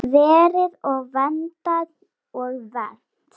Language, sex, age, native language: Icelandic, female, 8, Icelandic